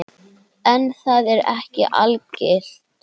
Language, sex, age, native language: Icelandic, female, 10, Icelandic